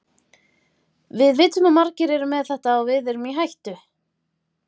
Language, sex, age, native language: Icelandic, female, 30-39, Icelandic